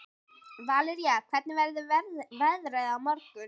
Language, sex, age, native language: Icelandic, female, 13, Icelandic